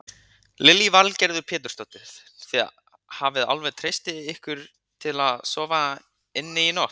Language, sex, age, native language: Icelandic, male, 50-59, Icelandic